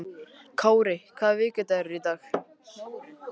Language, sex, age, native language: Icelandic, male, 18-19, Icelandic